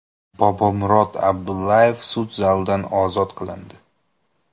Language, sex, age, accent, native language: Uzbek, male, 25-34, Toshkent shahri, Uzbek